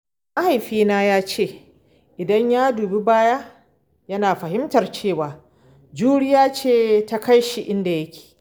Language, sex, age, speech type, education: Hausa, female, 15-29, spontaneous, tertiary